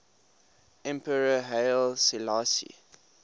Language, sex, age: English, male, 21